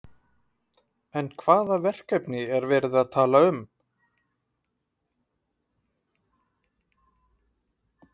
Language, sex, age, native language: Icelandic, male, 30-39, Icelandic